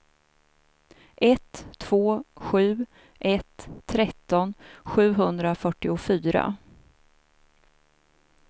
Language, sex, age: Swedish, female, 42